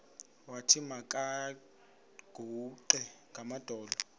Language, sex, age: Xhosa, male, 20